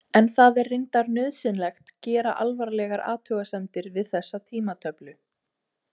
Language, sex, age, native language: Icelandic, female, 18-19, Icelandic